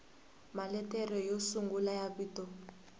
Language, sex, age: Tsonga, female, 18